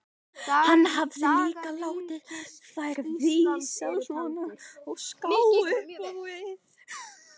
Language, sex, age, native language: Icelandic, female, 18-19, Icelandic